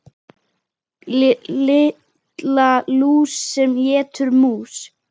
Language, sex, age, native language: Icelandic, male, 10, Icelandic